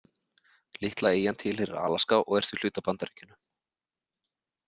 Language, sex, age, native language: Icelandic, male, 40-49, Icelandic